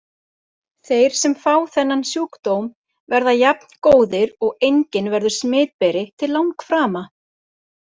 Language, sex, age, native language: Icelandic, female, 40-49, Icelandic